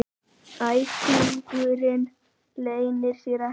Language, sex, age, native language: Icelandic, male, 18-19, Icelandic